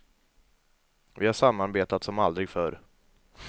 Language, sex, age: Swedish, male, 22